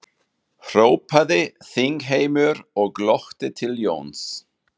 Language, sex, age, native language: Icelandic, male, 40-49, German